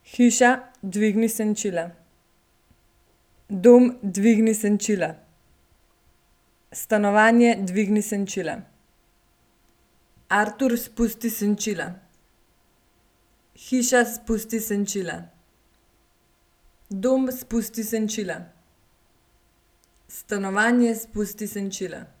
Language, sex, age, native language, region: Slovenian, female, 18-29, Slovenian, Gorenjska region